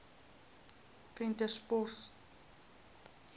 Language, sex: Afrikaans, female